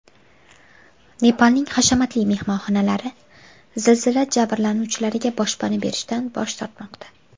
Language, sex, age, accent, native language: Uzbek, female, 18-24, Farg'ona, Uzbek